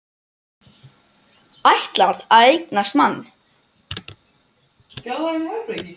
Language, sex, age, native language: Icelandic, male, 10, Icelandic